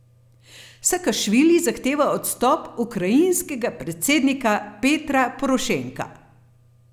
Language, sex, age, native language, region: Slovenian, female, 50-59, Slovenian, Gorenjska region